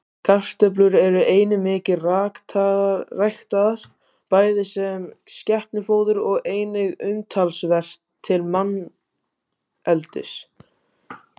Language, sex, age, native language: Icelandic, male, 18-19, Icelandic